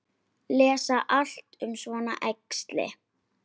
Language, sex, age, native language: Icelandic, female, 10, Icelandic